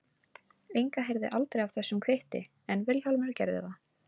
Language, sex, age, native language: Icelandic, female, 18-19, Icelandic